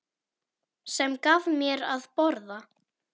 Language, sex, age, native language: Icelandic, female, 10, Icelandic